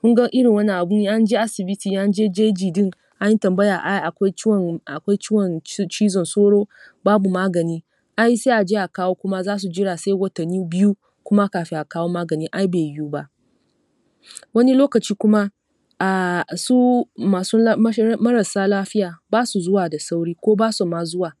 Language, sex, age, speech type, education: Hausa, female, 30-45, spontaneous, tertiary